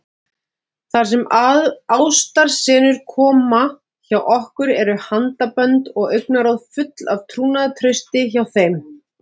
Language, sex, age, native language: Icelandic, female, 40-49, Icelandic